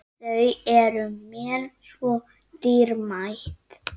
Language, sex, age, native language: Icelandic, female, 9, Icelandic